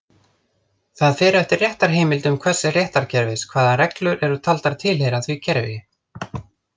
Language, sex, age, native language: Icelandic, other, 30-39, Icelandic